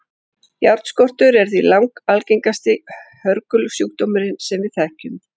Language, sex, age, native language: Icelandic, female, 40-49, Icelandic